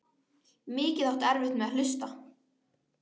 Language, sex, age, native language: Icelandic, female, 12, Icelandic